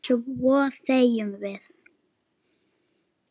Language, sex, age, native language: Icelandic, female, 9, Icelandic